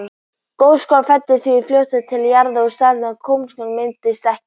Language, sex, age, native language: Icelandic, female, 18-19, Icelandic